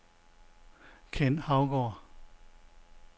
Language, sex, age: Danish, male, 69